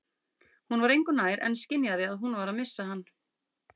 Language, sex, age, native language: Icelandic, female, 40-49, Icelandic